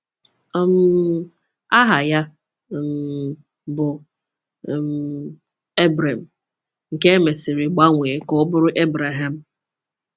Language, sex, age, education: Igbo, female, 15-29, tertiary